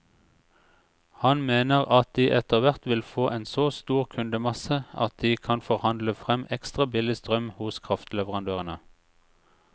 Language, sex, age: Norwegian, male, 36